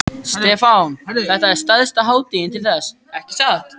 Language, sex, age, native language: Icelandic, female, 14, Icelandic